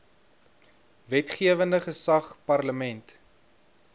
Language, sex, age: Afrikaans, male, 21